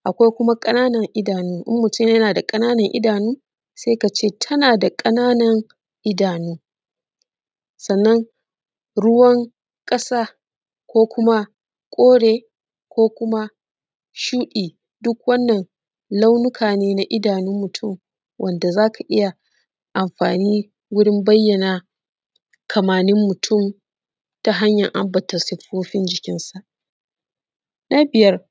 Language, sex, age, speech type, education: Hausa, female, 30-45, spontaneous, secondary